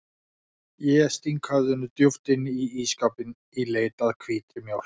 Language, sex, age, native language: Icelandic, male, 40-49, Icelandic